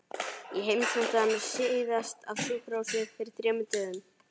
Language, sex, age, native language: Icelandic, male, 11, Icelandic